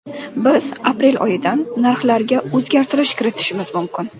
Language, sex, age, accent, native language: Uzbek, female, under 19, Qashqadaryo, Uzbek